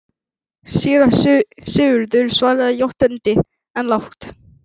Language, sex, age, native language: Icelandic, female, 11, Icelandic